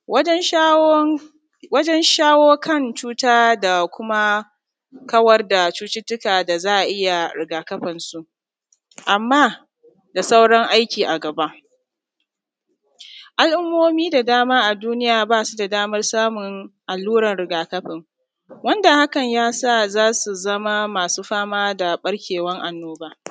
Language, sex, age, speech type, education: Hausa, female, 30-45, spontaneous, tertiary